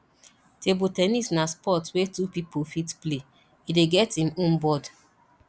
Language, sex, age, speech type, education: Nigerian Pidgin, female, 30-45, spontaneous, tertiary